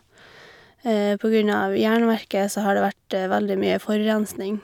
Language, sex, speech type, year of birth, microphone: Norwegian, female, spontaneous, 1989, Shure